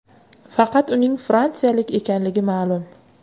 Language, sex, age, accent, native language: Uzbek, female, 25-34, Qashqadaryo, Uzbek